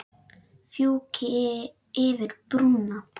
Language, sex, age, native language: Icelandic, female, 10, Icelandic